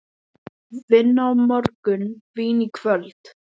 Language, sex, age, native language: Icelandic, male, 11, Icelandic